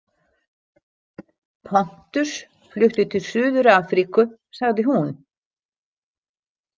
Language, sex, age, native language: Icelandic, female, 60-69, Icelandic